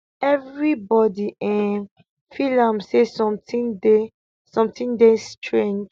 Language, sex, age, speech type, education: Nigerian Pidgin, female, 15-29, spontaneous, tertiary